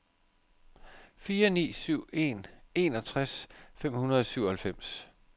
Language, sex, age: Danish, male, 51